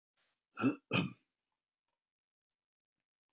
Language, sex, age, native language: Icelandic, male, 70-79, Icelandic